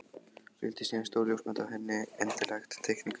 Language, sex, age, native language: Icelandic, male, 14, Icelandic